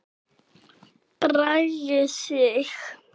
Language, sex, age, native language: Icelandic, male, 6, Icelandic